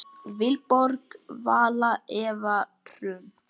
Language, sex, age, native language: Icelandic, male, 8, Icelandic